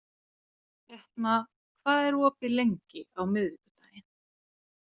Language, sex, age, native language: Icelandic, female, 40-49, Finnish